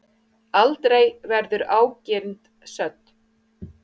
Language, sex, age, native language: Icelandic, female, 40-49, Icelandic